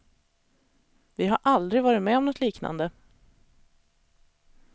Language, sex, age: Swedish, female, 37